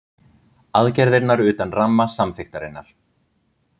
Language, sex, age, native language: Icelandic, male, 30-39, Icelandic